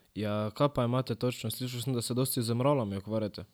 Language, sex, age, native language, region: Slovenian, male, 12-17, Slovenian, Drava region